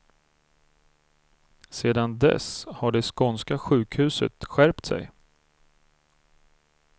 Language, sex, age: Swedish, male, 32